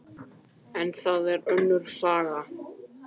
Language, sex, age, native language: Icelandic, other, 18-19, Icelandic